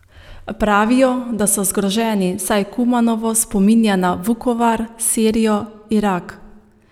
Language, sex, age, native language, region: Slovenian, female, 30-49, Slovenian, Savinja region